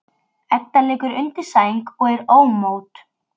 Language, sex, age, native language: Icelandic, female, 12, Icelandic